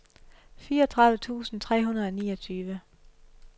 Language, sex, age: Danish, female, 31